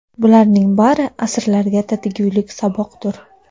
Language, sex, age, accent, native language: Uzbek, female, 19-29, Andijon, Uzbek